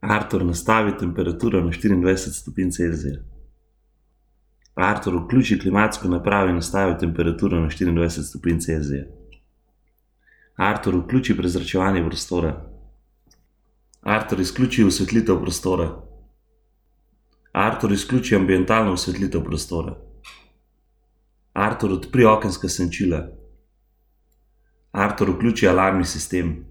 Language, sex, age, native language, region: Slovenian, male, 30-49, Slovenian, Gorenjska region